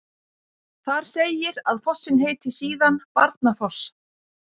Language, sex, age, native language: Icelandic, female, 50-59, Icelandic